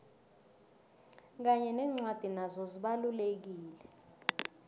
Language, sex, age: South Ndebele, female, 22